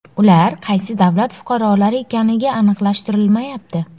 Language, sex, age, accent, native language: Uzbek, female, 18-24, Sirdaryo, Uzbek